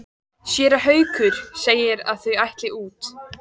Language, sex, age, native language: Icelandic, female, 14, Icelandic